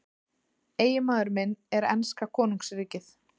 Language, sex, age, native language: Icelandic, female, 30-39, Icelandic